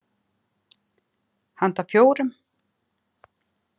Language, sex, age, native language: Icelandic, female, 50-59, Icelandic